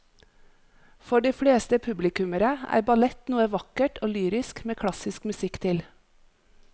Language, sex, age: Norwegian, female, 43